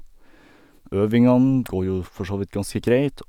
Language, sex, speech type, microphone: Norwegian, male, spontaneous, Sennheiser